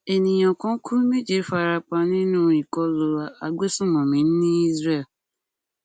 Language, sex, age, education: Yoruba, female, 30-45, tertiary